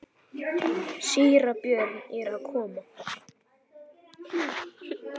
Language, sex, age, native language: Icelandic, male, 10, Icelandic